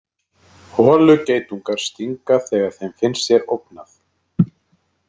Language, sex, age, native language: Icelandic, male, 30-39, Icelandic